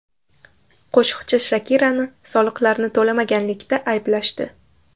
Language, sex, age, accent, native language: Uzbek, female, under 19, Toshkent shahri, Uzbek